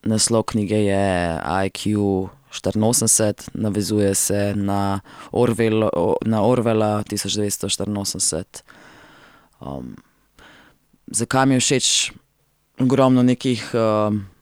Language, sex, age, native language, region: Slovenian, female, 30-49, Slovenian, Central Slovenia